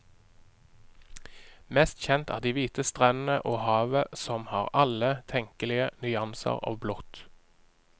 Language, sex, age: Norwegian, male, 30